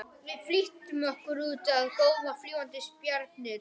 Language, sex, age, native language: Icelandic, other, 12, Icelandic